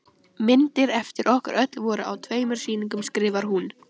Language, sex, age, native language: Icelandic, female, 12, Icelandic